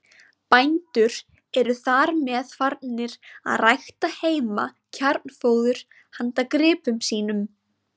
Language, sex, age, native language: Icelandic, female, 20-29, Icelandic